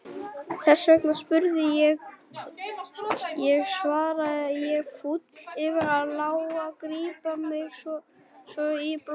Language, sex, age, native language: Icelandic, male, 18-19, Icelandic